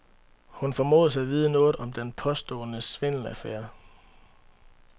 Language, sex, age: Danish, male, 31